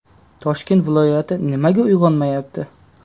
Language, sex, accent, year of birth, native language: Uzbek, male, Qashqadaryo, 2000, Uzbek